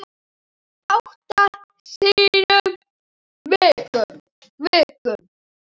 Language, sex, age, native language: Icelandic, male, 10, Icelandic